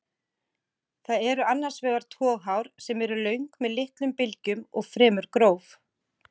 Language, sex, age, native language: Icelandic, female, 40-49, Icelandic